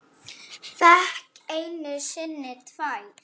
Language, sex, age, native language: Icelandic, female, 7, Icelandic